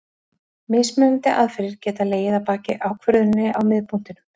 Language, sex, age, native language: Icelandic, female, 40-49, Icelandic